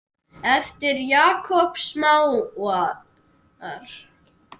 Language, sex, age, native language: Icelandic, male, 10, Icelandic